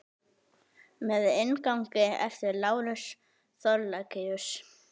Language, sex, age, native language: Icelandic, male, 18-19, Icelandic